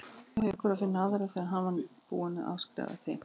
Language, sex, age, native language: Icelandic, female, 40-49, Icelandic